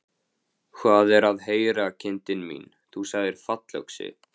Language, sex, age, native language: Icelandic, male, 15, Icelandic